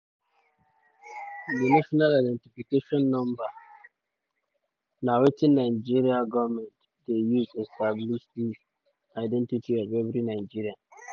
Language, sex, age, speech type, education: Nigerian Pidgin, male, 30-45, spontaneous, tertiary